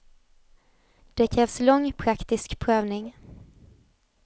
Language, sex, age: Swedish, female, 20